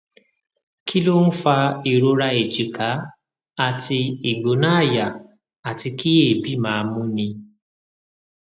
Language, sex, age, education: Yoruba, male, 30-45, tertiary